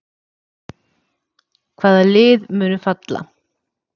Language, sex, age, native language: Icelandic, female, 40-49, Icelandic